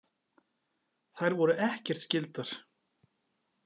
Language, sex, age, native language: Icelandic, male, 40-49, Icelandic